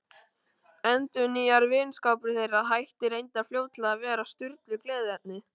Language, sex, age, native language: Icelandic, male, 13, Icelandic